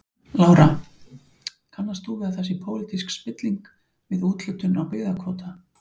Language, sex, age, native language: Icelandic, female, 40-49, Icelandic